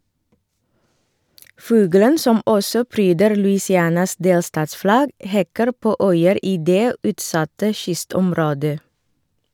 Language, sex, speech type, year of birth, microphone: Norwegian, female, read, 1978, Shure